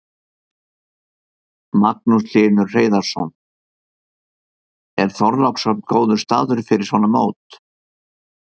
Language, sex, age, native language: Icelandic, male, 50-59, Icelandic